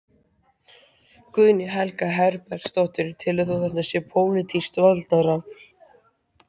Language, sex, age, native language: Icelandic, male, 13, Icelandic